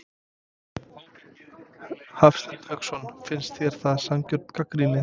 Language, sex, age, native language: Icelandic, male, 20-29, Serbo-Croatian